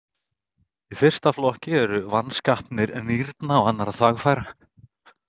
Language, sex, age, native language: Icelandic, male, 30-39, Icelandic